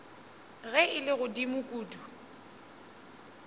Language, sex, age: Northern Sotho, female, 20